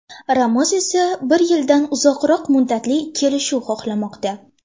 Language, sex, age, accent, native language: Uzbek, female, under 19, Toshkent shahri, Uzbek